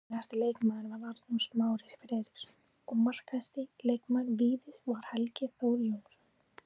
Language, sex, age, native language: Icelandic, female, 18-19, Icelandic